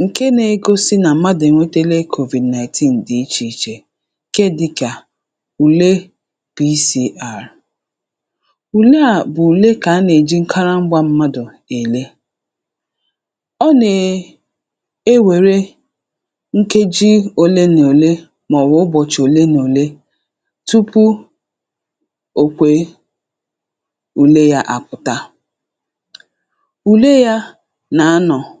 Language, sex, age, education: Igbo, female, 30-45, tertiary